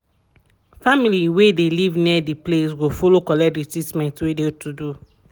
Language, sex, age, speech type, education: Nigerian Pidgin, female, 15-29, spontaneous, tertiary